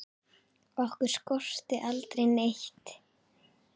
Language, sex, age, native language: Icelandic, female, 10, Icelandic